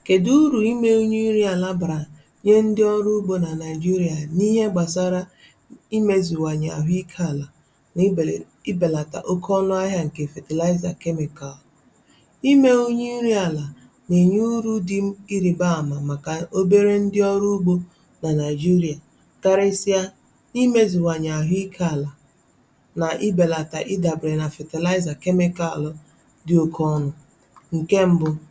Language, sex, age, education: Igbo, female, 15-29, tertiary